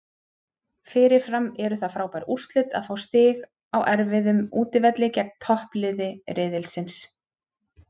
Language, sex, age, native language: Icelandic, female, 30-39, Icelandic